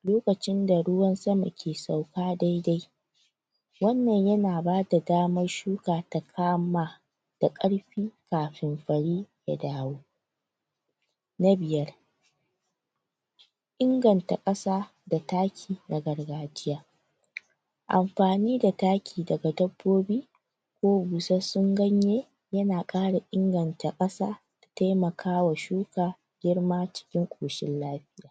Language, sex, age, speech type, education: Hausa, female, 30-45, spontaneous, tertiary